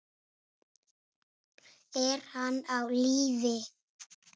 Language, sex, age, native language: Icelandic, female, 6, Icelandic